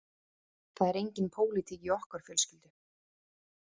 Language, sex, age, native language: Icelandic, female, 30-39, Icelandic